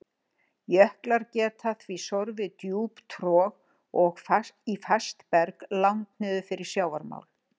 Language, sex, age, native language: Icelandic, female, 60-69, Icelandic